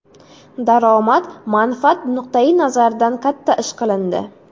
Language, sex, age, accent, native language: Uzbek, female, 18-24, Jizzax, Uzbek